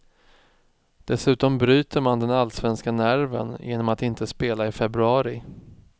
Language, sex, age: Swedish, male, 36